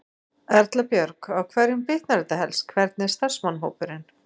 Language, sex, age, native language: Icelandic, female, 40-49, Icelandic